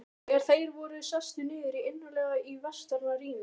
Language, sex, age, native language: Icelandic, male, 12, Icelandic